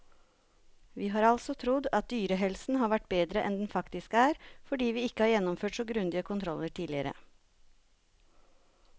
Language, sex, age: Norwegian, female, 36